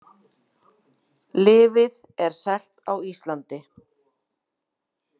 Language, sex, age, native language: Icelandic, female, 40-49, Icelandic